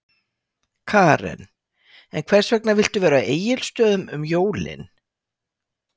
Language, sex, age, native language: Icelandic, female, 60-69, Icelandic